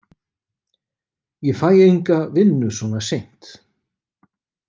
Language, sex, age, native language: Icelandic, male, 50-59, Icelandic